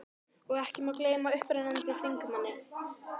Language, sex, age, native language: Icelandic, female, 12, Icelandic